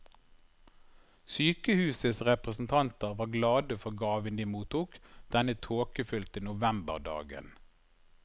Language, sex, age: Norwegian, male, 51